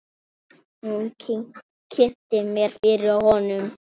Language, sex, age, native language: Icelandic, male, 9, Icelandic